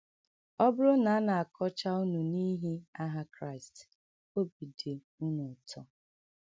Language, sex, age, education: Igbo, female, 15-29, tertiary